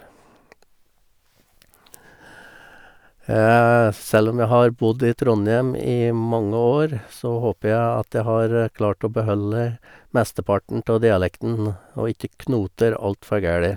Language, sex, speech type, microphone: Norwegian, male, spontaneous, Sennheiser